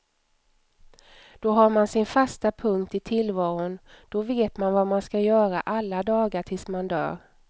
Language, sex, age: Swedish, female, 44